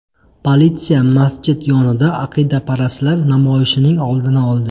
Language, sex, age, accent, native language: Uzbek, male, 25-34, Qashqadaryo, Uzbek